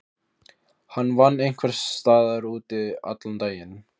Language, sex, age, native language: Icelandic, male, 15, Icelandic